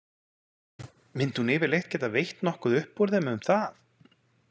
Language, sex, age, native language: Icelandic, male, 40-49, Icelandic